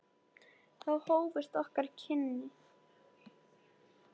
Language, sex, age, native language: Icelandic, female, 10, Icelandic